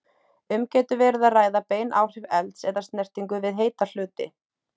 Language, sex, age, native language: Icelandic, female, 30-39, Icelandic